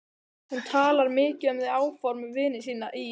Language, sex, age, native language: Icelandic, male, 12, Icelandic